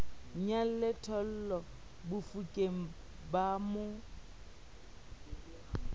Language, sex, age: Southern Sotho, female, 30